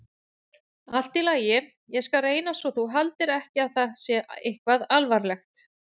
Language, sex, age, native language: Icelandic, female, 40-49, Icelandic